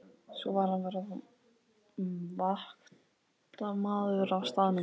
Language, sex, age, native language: Icelandic, male, 12, Icelandic